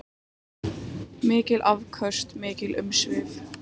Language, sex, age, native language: Icelandic, female, 18-19, Icelandic